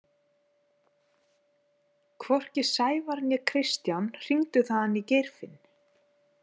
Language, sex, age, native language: Icelandic, female, 40-49, Icelandic